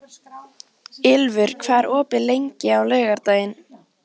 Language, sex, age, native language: Icelandic, female, 14, Icelandic